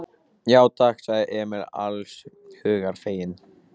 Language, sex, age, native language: Icelandic, male, 14, Icelandic